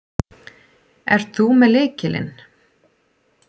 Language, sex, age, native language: Icelandic, female, 40-49, Icelandic